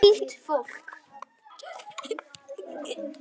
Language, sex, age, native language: Icelandic, female, 9, Icelandic